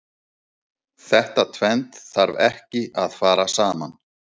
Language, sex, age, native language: Icelandic, male, 30-39, Icelandic